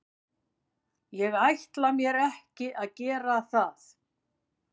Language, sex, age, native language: Icelandic, female, 50-59, Icelandic